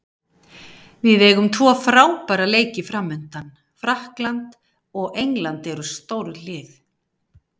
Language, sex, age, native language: Icelandic, female, 50-59, Icelandic